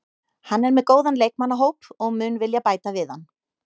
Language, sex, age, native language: Icelandic, female, 30-39, Icelandic